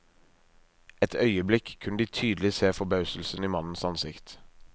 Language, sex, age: Norwegian, male, 23